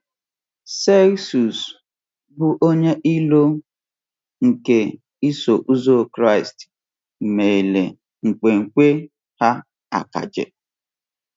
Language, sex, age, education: Igbo, male, 15-29, tertiary